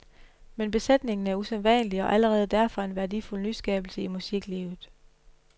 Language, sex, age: Danish, female, 31